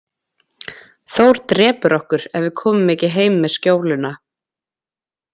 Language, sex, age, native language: Icelandic, female, 20-29, Icelandic